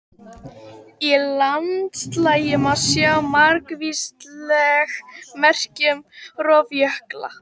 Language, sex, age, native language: Icelandic, female, 18-19, Icelandic